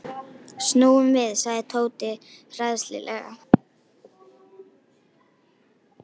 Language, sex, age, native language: Icelandic, female, 18-19, Icelandic